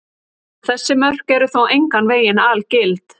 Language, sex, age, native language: Icelandic, female, 30-39, Icelandic